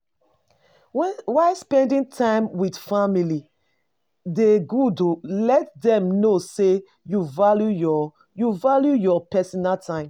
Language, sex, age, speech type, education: Nigerian Pidgin, female, 30-45, spontaneous, tertiary